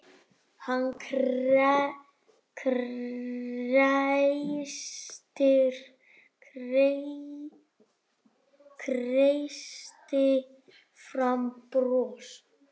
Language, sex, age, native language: Icelandic, male, 9, Icelandic